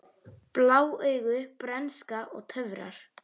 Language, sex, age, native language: Icelandic, male, 10, Icelandic